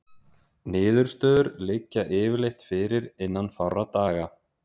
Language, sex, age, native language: Icelandic, male, 30-39, Icelandic